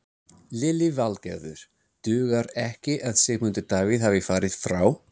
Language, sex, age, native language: Icelandic, male, 30-39, English